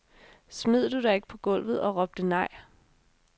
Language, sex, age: Danish, female, 26